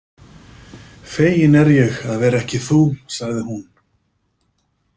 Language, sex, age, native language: Icelandic, male, 50-59, Icelandic